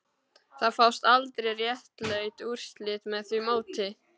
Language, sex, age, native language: Icelandic, male, 12, Icelandic